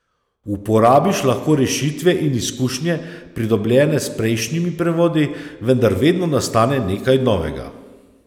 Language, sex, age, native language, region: Slovenian, male, 30-49, Slovenian, Savinja region